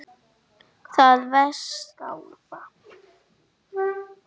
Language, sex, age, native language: Icelandic, female, 9, Icelandic